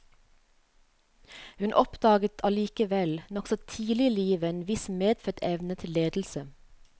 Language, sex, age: Norwegian, female, 35